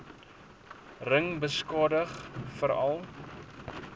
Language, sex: Afrikaans, male